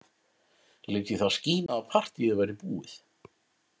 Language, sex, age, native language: Icelandic, male, 50-59, Icelandic